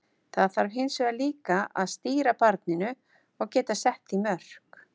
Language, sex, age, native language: Icelandic, female, 50-59, Icelandic